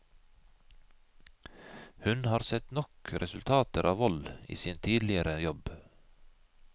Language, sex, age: Norwegian, male, 51